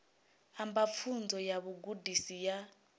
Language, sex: Venda, female